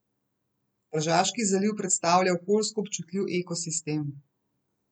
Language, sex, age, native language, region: Slovenian, female, 30-49, Slovenian, Central Slovenia